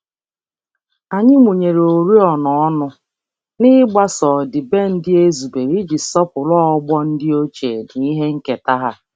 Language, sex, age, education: Igbo, female, 30-45, tertiary